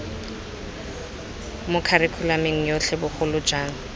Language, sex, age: Tswana, female, 20